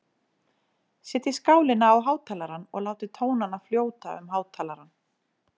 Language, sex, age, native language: Icelandic, female, 40-49, Icelandic